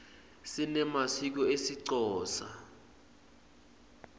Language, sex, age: Swati, male, 18